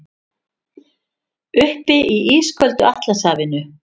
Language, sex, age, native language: Icelandic, female, 50-59, Icelandic